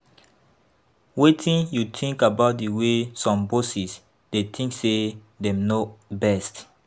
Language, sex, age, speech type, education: Nigerian Pidgin, female, 15-29, spontaneous, tertiary